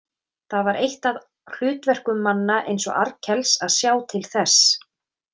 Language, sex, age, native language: Icelandic, female, 30-39, Icelandic